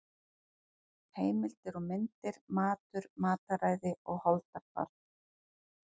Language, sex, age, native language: Icelandic, female, 40-49, Icelandic